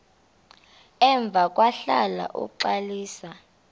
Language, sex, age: Xhosa, female, 32